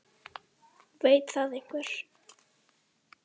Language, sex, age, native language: Icelandic, female, 10, Icelandic